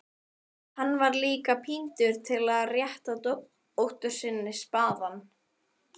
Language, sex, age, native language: Icelandic, female, 12, Icelandic